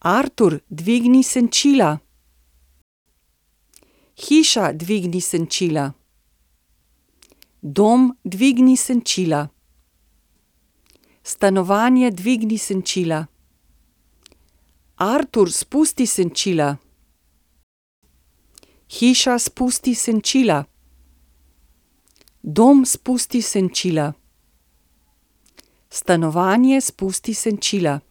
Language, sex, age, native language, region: Slovenian, female, 60+, Slovenian, Central Slovenia